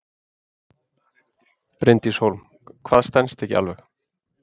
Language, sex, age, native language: Icelandic, male, 30-39, Icelandic